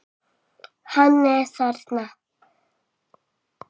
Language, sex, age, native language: Icelandic, male, 5, Icelandic